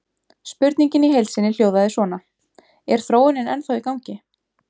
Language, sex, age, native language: Icelandic, female, 20-29, Icelandic